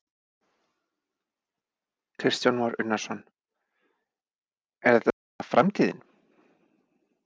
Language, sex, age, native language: Icelandic, male, 40-49, Icelandic